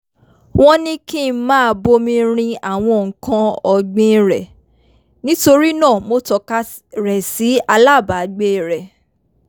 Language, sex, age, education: Yoruba, female, 15-29, tertiary